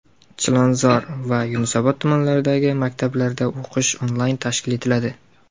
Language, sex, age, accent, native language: Uzbek, male, 19-29, Jizzax, Uzbek